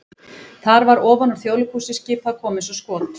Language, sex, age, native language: Icelandic, female, 20-29, Icelandic